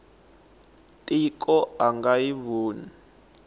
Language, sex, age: Tsonga, male, 19